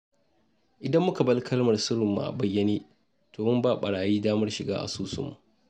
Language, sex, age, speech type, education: Hausa, male, 30-45, spontaneous, tertiary